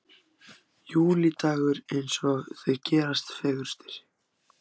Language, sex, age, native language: Icelandic, other, 14, Icelandic